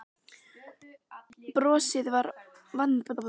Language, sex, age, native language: Icelandic, female, 12, Icelandic